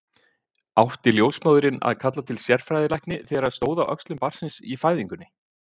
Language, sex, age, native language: Icelandic, male, 50-59, Icelandic